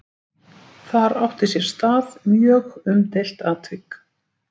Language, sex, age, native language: Icelandic, female, 60-69, Icelandic